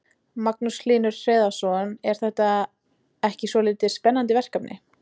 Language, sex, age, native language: Icelandic, female, 20-29, Icelandic